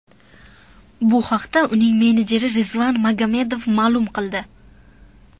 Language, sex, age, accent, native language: Uzbek, female, under 19, Farg'ona, Uzbek